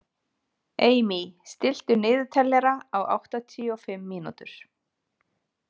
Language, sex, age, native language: Icelandic, female, 30-39, Icelandic